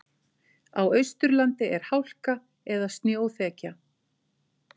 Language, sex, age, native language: Icelandic, female, 50-59, Icelandic